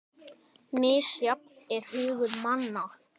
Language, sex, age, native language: Icelandic, male, 10, Icelandic